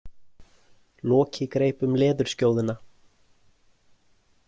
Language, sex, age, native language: Icelandic, male, 20-29, Icelandic